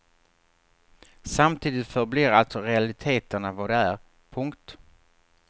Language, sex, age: Swedish, male, 48